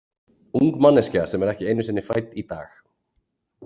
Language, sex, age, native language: Icelandic, male, 40-49, Icelandic